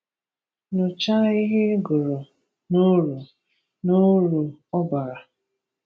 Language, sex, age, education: Igbo, female, 15-29, tertiary